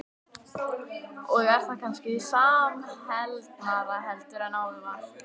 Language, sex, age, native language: Icelandic, female, 12, Icelandic